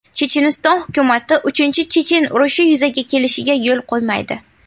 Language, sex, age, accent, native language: Uzbek, female, under 19, Navoiy, Uzbek